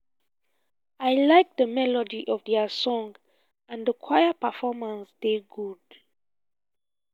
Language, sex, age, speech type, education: Nigerian Pidgin, female, 15-29, spontaneous, tertiary